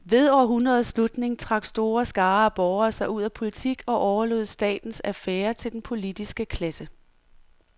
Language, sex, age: Danish, female, 46